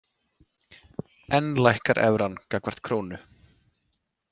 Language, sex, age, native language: Icelandic, male, 30-39, Icelandic